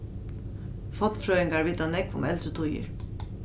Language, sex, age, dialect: Faroese, female, 36-60, Norðuroyggjar